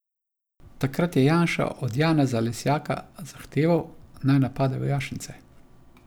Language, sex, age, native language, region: Slovenian, male, 50-59, Slovenian, Savinja region